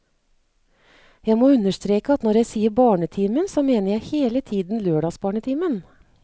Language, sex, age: Norwegian, female, 39